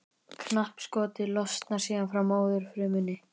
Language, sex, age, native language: Icelandic, male, 20-29, Icelandic